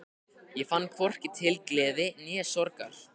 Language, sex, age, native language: Icelandic, male, 15, Icelandic